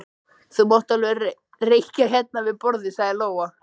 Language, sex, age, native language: Icelandic, male, 13, Icelandic